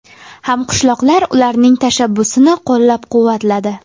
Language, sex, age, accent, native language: Uzbek, female, under 19, Jizzax, Uzbek